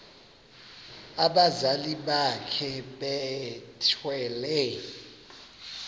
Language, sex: Xhosa, male